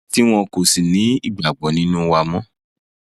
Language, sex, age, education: Yoruba, male, 15-29, tertiary